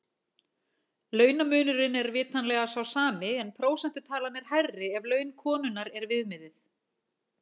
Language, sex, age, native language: Icelandic, female, 40-49, Icelandic